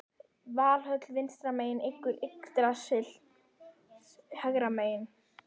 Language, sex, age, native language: Icelandic, female, 11, Icelandic